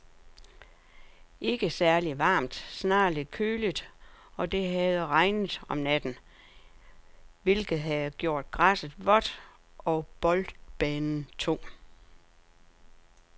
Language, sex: Danish, female